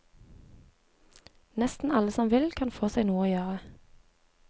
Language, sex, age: Norwegian, female, 23